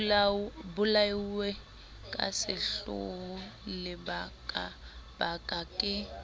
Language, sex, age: Southern Sotho, female, 19